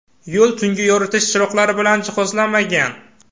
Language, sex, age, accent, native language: Uzbek, male, 18-24, Samarqand, Uzbek